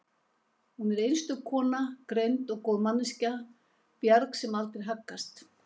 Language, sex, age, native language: Icelandic, female, 70-79, Icelandic